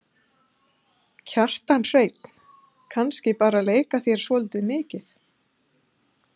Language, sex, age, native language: Icelandic, female, 50-59, Icelandic